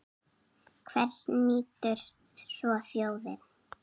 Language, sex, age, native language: Icelandic, female, 7, Icelandic